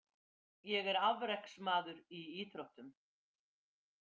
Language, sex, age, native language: Icelandic, female, 50-59, Icelandic